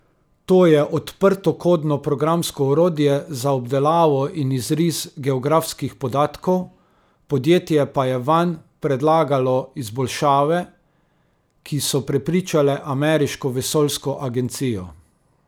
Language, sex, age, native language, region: Slovenian, male, 30-49, Slovenian, Carinthia region